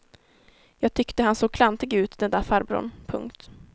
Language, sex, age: Swedish, female, 19